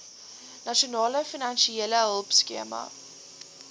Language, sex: Afrikaans, female